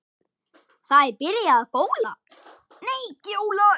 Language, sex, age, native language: Icelandic, male, 10, Icelandic